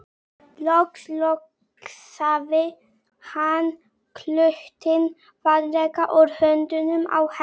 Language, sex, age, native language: Icelandic, male, 11, Icelandic